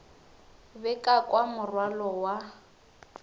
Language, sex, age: Northern Sotho, female, 19